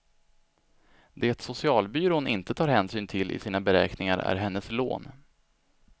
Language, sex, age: Swedish, male, 25